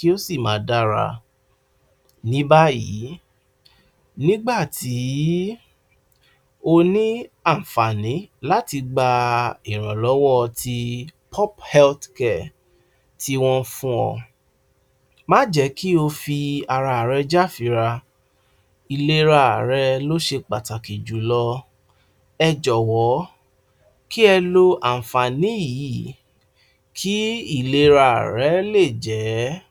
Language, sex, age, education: Yoruba, male, 46-60, tertiary